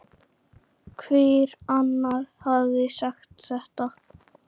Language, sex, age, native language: Icelandic, male, 9, Icelandic